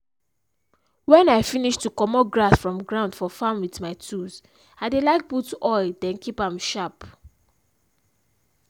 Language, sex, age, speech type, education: Nigerian Pidgin, female, 15-29, spontaneous, tertiary